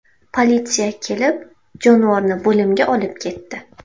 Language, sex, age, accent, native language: Uzbek, female, 18-24, Xorazm, Uzbek